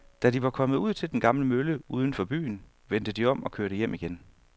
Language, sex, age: Danish, male, 31